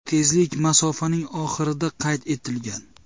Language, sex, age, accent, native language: Uzbek, male, 25-34, Jizzax, Uzbek